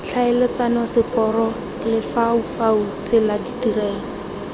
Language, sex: Tswana, female